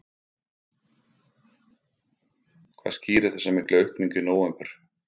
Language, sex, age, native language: Icelandic, male, 50-59, Icelandic